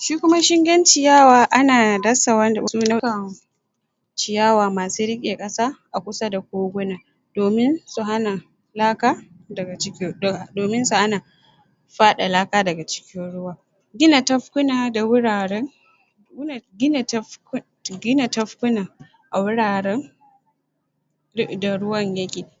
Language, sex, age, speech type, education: Hausa, female, 46-60, spontaneous, secondary